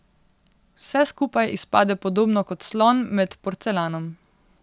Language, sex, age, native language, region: Slovenian, female, 18-29, Slovenian, Central Slovenia